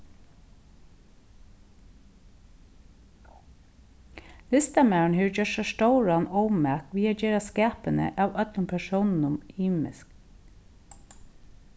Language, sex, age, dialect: Faroese, female, 36-60, Norðurstreymoy/Eysturoy